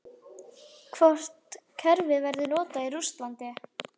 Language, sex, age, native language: Icelandic, female, 11, Icelandic